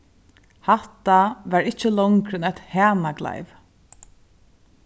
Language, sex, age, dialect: Faroese, female, 36-60, Suðurstreymoy